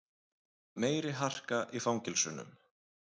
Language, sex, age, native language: Icelandic, male, 20-29, Icelandic